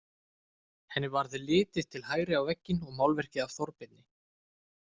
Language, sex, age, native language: Icelandic, male, 20-29, Icelandic